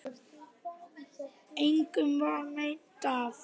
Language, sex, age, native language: Icelandic, other, 10, Icelandic